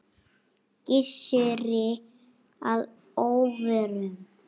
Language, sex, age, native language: Icelandic, female, 8, Icelandic